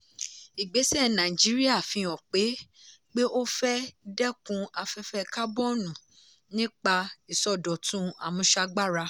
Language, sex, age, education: Yoruba, female, 15-29, tertiary